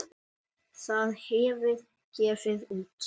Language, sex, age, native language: Icelandic, male, 9, Icelandic